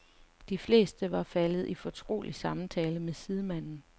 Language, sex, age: Danish, female, 35